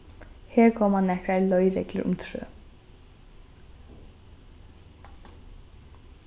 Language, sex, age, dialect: Faroese, female, 15-35, Norðurstreymoy/Eysturoy